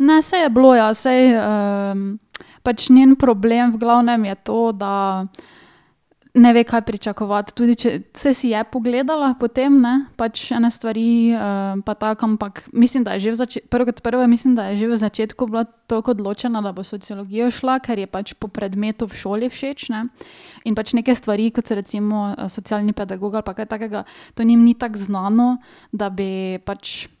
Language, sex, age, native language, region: Slovenian, female, 18-29, Slovenian, Drava region